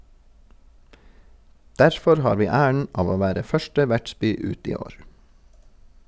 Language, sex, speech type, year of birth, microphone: Norwegian, male, read, 1983, Sennheiser